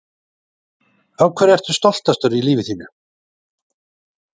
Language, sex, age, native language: Icelandic, male, 40-49, Icelandic